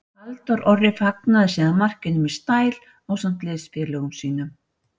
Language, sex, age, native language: Icelandic, female, 60-69, Icelandic